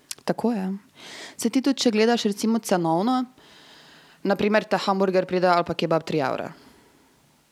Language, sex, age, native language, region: Slovenian, female, 18-29, Serbian, Drava region